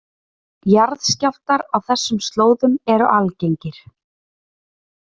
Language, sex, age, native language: Icelandic, female, 30-39, Icelandic